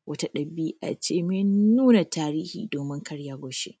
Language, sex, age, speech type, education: Hausa, female, 15-29, spontaneous, primary